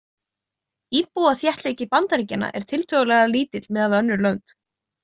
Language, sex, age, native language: Icelandic, female, 20-29, Icelandic